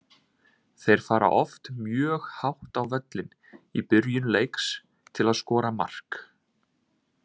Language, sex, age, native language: Icelandic, male, 20-29, Icelandic